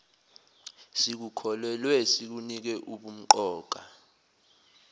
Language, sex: Zulu, male